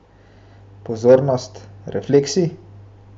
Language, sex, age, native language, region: Slovenian, male, 18-29, Slovenian, Central Slovenia